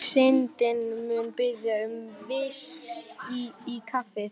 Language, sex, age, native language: Icelandic, male, 11, Icelandic